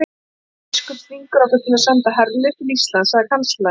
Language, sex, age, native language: Icelandic, female, 40-49, Icelandic